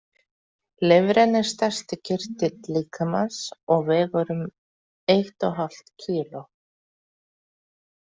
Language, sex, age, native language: Icelandic, female, 40-49, Icelandic